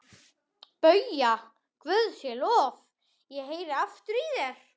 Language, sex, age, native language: Icelandic, male, 12, Icelandic